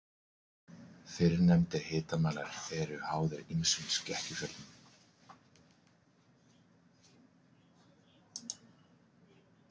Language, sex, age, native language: Icelandic, male, 40-49, Icelandic